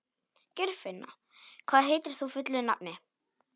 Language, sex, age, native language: Icelandic, male, 18-19, Polish